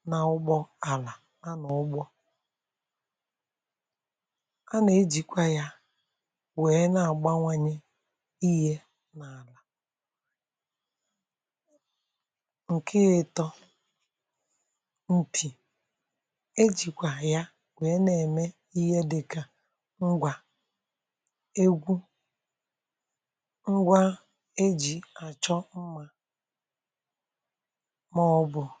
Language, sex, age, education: Igbo, male, 30-45, tertiary